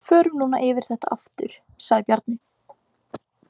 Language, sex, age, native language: Icelandic, female, 18-19, Icelandic